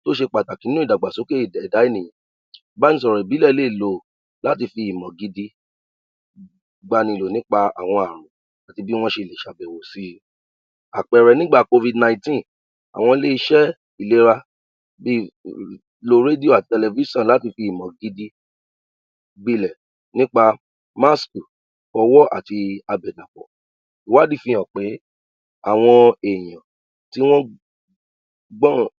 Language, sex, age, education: Yoruba, male, 30-45, tertiary